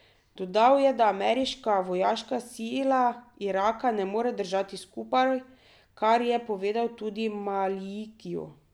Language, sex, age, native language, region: Slovenian, female, 30-49, Slovenian, Drava region